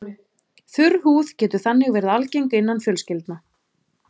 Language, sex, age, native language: Icelandic, female, 30-39, Icelandic